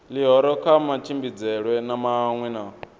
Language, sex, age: Venda, male, 22